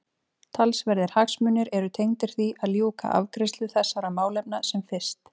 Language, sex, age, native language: Icelandic, female, 30-39, Icelandic